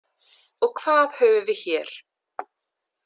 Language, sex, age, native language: Icelandic, female, 30-39, English